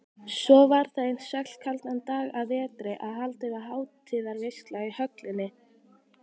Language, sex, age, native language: Icelandic, female, 18-19, Icelandic